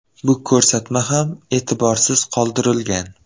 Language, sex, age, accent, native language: Uzbek, male, 12-17, Toshkent viloyati, Uzbek